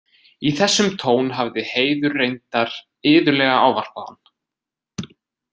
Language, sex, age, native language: Icelandic, male, 20-29, Icelandic